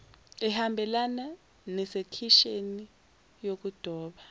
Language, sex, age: Zulu, female, 17